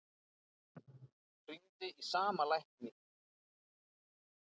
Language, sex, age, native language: Icelandic, male, 9, Icelandic